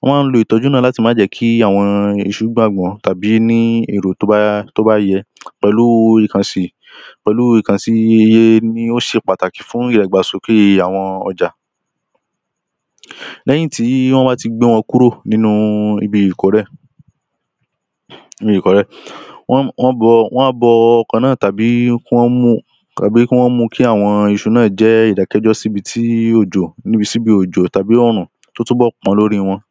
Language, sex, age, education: Yoruba, male, 15-29, primary